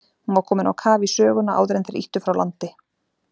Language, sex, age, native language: Icelandic, female, 40-49, Icelandic